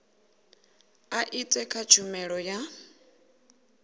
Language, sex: Venda, female